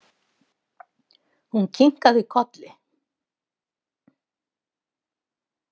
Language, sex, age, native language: Icelandic, female, 70-79, Icelandic